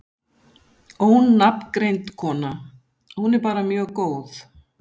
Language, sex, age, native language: Icelandic, female, 60-69, Icelandic